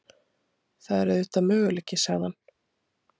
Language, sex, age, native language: Icelandic, female, 30-39, Icelandic